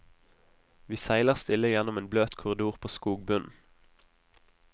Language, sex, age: Norwegian, male, 20